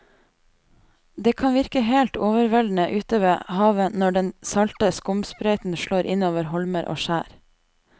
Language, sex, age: Norwegian, female, 28